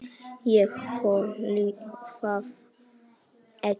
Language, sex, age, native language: Icelandic, male, 6, Polish